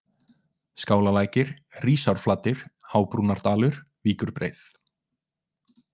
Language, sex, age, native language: Icelandic, male, 20-29, Icelandic